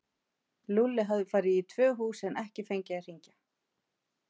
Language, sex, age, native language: Icelandic, female, 50-59, Icelandic